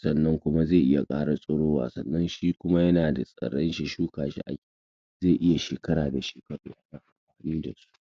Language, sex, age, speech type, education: Hausa, female, 60+, spontaneous, secondary